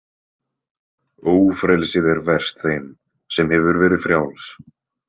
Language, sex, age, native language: Icelandic, male, 20-29, Icelandic